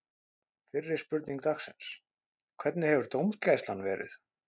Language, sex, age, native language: Icelandic, male, 20-29, Icelandic